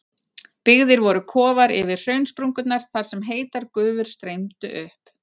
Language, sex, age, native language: Icelandic, female, 40-49, Icelandic